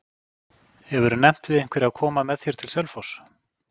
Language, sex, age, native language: Icelandic, male, 40-49, Icelandic